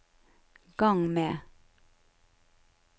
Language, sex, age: Norwegian, female, 49